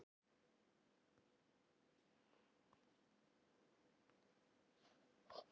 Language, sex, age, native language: Icelandic, female, 60-69, Icelandic